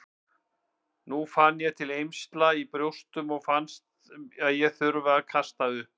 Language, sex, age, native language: Icelandic, male, 50-59, Icelandic